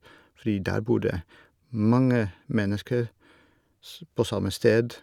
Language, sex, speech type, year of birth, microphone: Norwegian, male, spontaneous, 1962, Shure